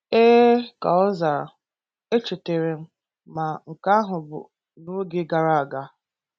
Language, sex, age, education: Igbo, female, 15-29, tertiary